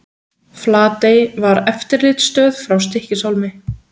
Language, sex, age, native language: Icelandic, female, 20-29, Icelandic